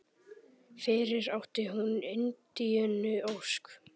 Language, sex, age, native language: Icelandic, male, 10, Icelandic